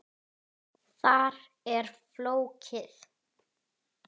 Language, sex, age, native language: Icelandic, female, 10, Icelandic